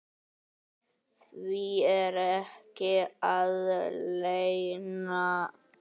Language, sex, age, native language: Icelandic, male, 9, Icelandic